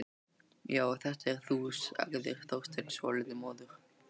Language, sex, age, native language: Icelandic, male, 13, Icelandic